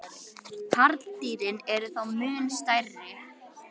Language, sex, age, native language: Icelandic, female, 18-19, Icelandic